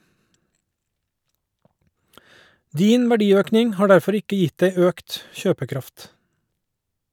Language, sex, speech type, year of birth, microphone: Norwegian, male, read, 1969, Shure